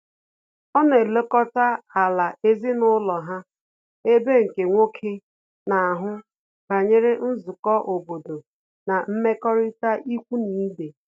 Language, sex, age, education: Igbo, female, 30-45, tertiary